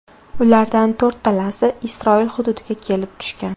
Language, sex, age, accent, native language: Uzbek, female, 18-24, Farg'ona, Uzbek